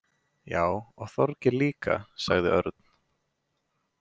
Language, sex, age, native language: Icelandic, male, 20-29, Icelandic